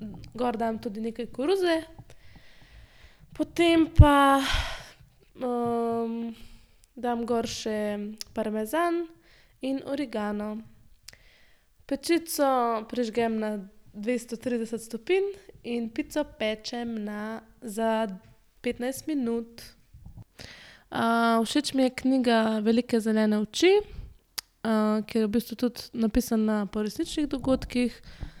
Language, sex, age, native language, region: Slovenian, female, 18-29, Slovenian, Central Slovenia